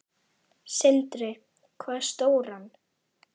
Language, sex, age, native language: Icelandic, female, 10, Icelandic